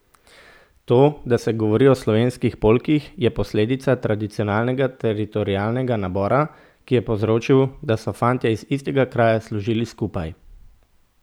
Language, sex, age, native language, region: Slovenian, male, 18-29, Slovenian, Central Slovenia